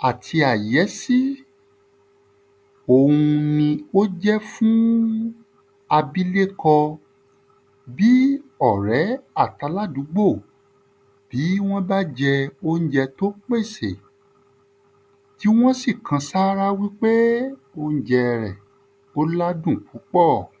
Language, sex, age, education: Yoruba, male, 30-45, tertiary